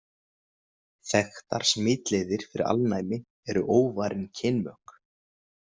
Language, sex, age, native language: Icelandic, male, 20-29, Icelandic